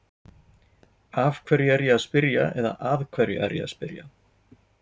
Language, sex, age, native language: Icelandic, male, 40-49, Icelandic